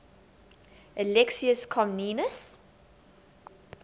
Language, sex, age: English, female, 22